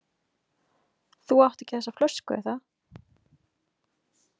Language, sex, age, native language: Icelandic, female, 20-29, Icelandic